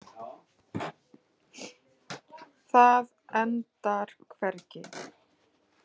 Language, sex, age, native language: Icelandic, female, 40-49, Icelandic